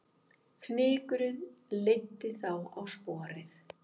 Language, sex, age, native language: Icelandic, female, 50-59, Icelandic